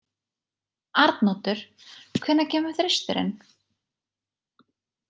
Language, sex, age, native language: Icelandic, female, 20-29, Icelandic